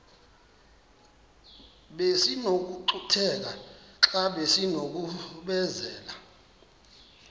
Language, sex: Xhosa, male